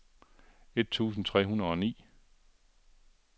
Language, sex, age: Danish, male, 42